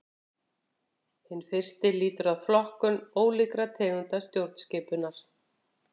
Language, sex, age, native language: Icelandic, female, 50-59, Icelandic